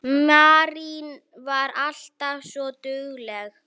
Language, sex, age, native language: Icelandic, female, 9, Icelandic